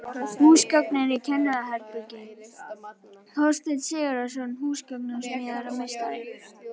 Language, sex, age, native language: Icelandic, other, 12, Icelandic